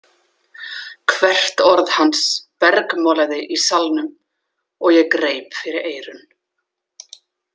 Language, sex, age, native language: Icelandic, female, 40-49, Icelandic